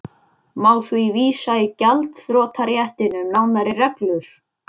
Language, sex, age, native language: Icelandic, male, 11, Icelandic